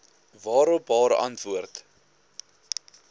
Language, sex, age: Afrikaans, male, 21